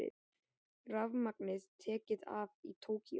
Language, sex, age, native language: Icelandic, male, 18-19, Icelandic